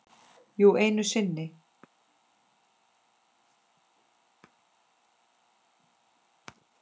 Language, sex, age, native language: Icelandic, female, 10, Icelandic